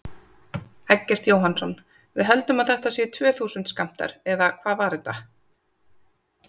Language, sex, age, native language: Icelandic, female, 30-39, Icelandic